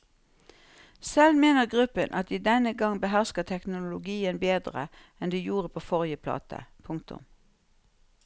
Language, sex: Norwegian, female